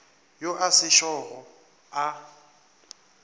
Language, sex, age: Northern Sotho, male, 24